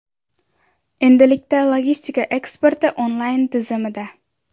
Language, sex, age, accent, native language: Uzbek, female, under 19, Andijon, Uzbek